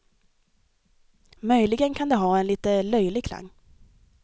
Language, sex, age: Swedish, female, 23